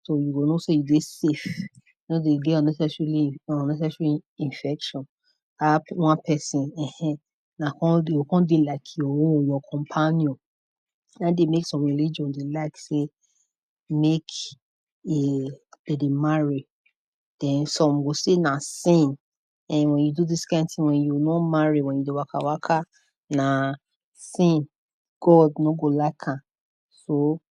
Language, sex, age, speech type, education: Nigerian Pidgin, female, 30-45, spontaneous, tertiary